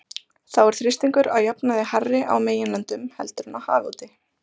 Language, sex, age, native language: Icelandic, female, 20-29, Icelandic